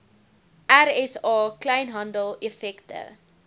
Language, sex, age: Afrikaans, female, 19